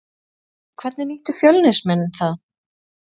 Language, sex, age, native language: Icelandic, female, 30-39, Icelandic